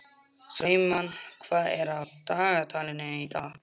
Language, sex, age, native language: Icelandic, male, 12, Icelandic